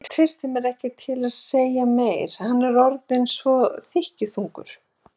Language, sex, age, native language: Icelandic, female, 40-49, Icelandic